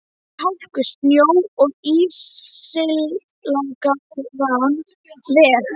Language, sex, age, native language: Icelandic, male, 12, Icelandic